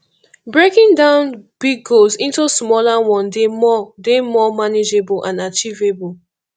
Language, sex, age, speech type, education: Nigerian Pidgin, female, 15-29, spontaneous, tertiary